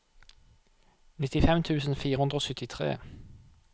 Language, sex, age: Norwegian, male, 28